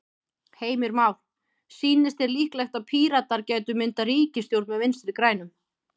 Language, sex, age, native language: Icelandic, female, 30-39, Icelandic